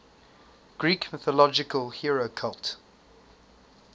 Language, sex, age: English, male, 22